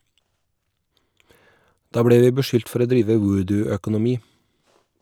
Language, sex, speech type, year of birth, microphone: Norwegian, male, read, 1981, Shure